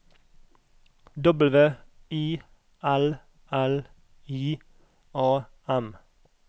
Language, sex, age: Norwegian, male, 38